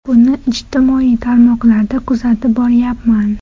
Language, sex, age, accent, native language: Uzbek, female, 18-24, Toshkent shahri, Uzbek